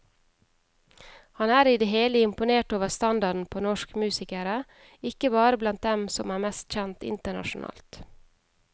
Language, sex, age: Norwegian, female, 31